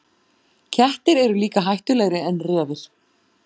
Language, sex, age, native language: Icelandic, female, 40-49, Icelandic